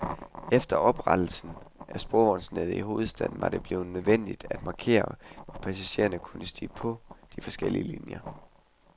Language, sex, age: Danish, male, 21